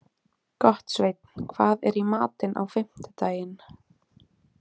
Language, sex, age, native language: Icelandic, female, 20-29, Icelandic